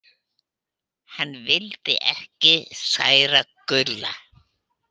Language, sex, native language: Icelandic, female, Icelandic